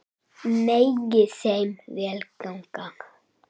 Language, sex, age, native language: Icelandic, male, 7, Icelandic